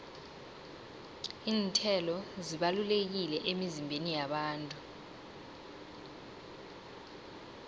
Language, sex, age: South Ndebele, female, 18